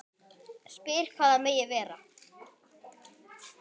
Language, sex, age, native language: Icelandic, male, 10, Icelandic